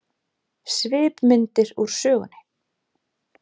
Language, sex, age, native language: Icelandic, female, 30-39, Icelandic